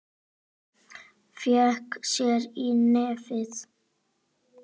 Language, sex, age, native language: Icelandic, female, 9, Icelandic